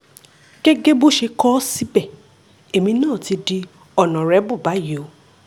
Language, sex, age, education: Yoruba, female, 15-29, tertiary